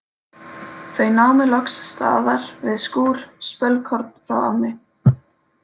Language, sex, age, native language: Icelandic, female, 18-19, Icelandic